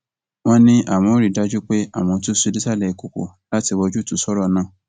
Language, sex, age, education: Yoruba, male, 15-29, tertiary